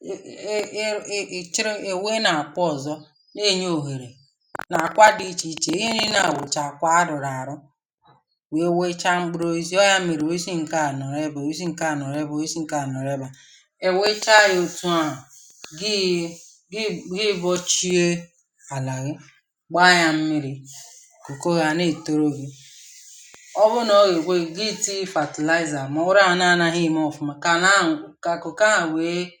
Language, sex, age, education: Igbo, female, 30-45, tertiary